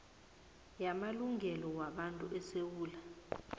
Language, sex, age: South Ndebele, female, 23